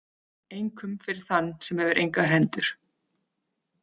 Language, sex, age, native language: Icelandic, female, 30-39, Icelandic